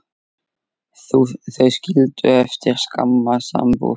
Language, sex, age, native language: Icelandic, male, 8, Icelandic